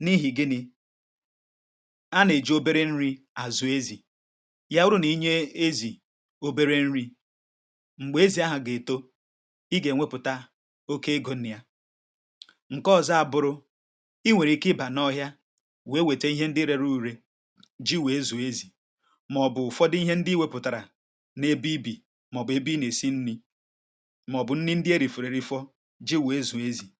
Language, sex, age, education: Igbo, male, 30-45, tertiary